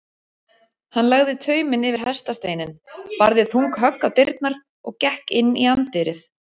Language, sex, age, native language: Icelandic, female, 40-49, Icelandic